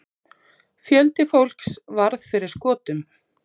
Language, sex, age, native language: Icelandic, female, 30-39, Icelandic